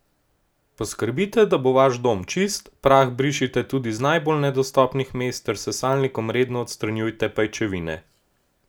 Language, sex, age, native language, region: Slovenian, male, 18-29, Slovenian, Gorenjska region